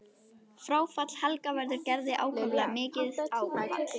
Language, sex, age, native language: Icelandic, female, 11, Icelandic